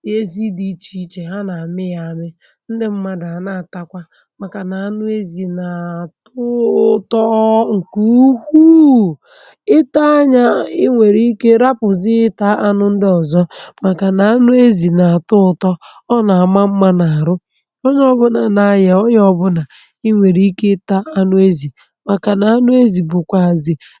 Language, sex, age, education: Igbo, female, 46-60, tertiary